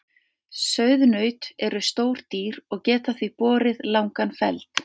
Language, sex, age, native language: Icelandic, female, 50-59, Icelandic